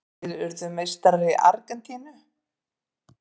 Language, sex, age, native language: Icelandic, female, 50-59, Icelandic